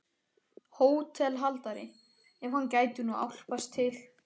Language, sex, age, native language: Icelandic, male, 13, Icelandic